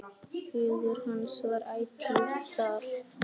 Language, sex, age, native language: Icelandic, male, 10, Icelandic